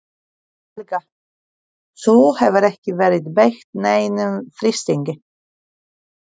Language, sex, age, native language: Icelandic, female, 40-49, Polish